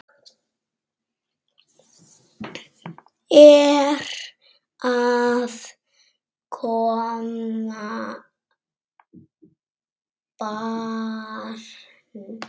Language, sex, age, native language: Icelandic, female, 6, Icelandic